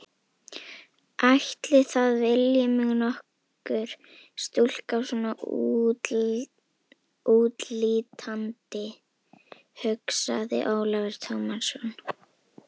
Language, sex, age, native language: Icelandic, female, 18-19, Icelandic